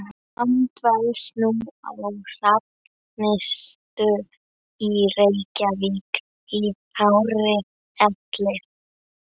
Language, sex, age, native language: Icelandic, female, 11, Icelandic